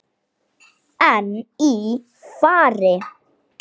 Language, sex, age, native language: Icelandic, male, 8, Icelandic